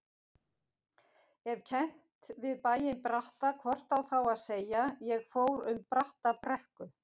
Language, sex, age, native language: Icelandic, female, 50-59, Icelandic